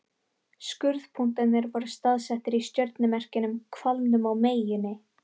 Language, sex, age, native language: Icelandic, female, 18-19, Icelandic